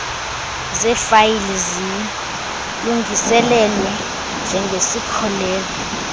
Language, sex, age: Xhosa, female, 22